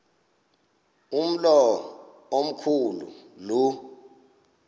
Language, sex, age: Xhosa, male, 26